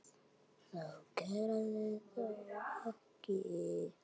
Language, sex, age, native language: Icelandic, male, 7, Icelandic